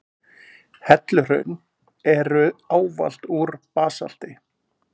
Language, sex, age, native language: Icelandic, male, 40-49, Icelandic